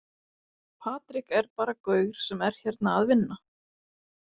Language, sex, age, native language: Icelandic, female, 40-49, Icelandic